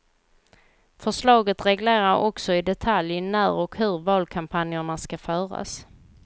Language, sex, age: Swedish, female, 38